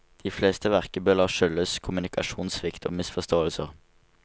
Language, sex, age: Norwegian, male, 19